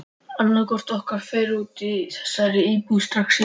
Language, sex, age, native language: Icelandic, male, 13, Icelandic